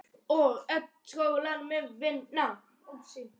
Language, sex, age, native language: Icelandic, female, 18-19, Icelandic